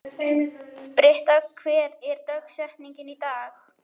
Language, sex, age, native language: Icelandic, male, 11, Icelandic